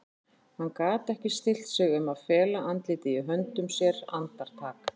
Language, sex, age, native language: Icelandic, female, 40-49, Icelandic